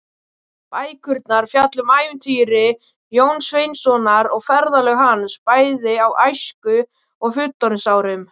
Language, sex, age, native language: Icelandic, male, 18-19, Icelandic